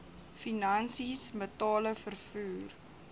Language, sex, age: Afrikaans, female, 19